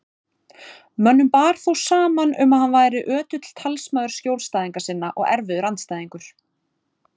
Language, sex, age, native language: Icelandic, female, 30-39, Icelandic